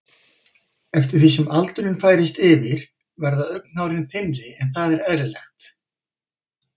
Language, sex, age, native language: Icelandic, male, 50-59, Icelandic